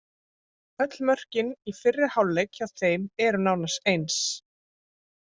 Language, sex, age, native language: Icelandic, female, 30-39, Icelandic